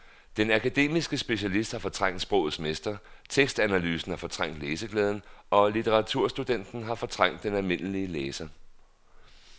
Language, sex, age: Danish, male, 39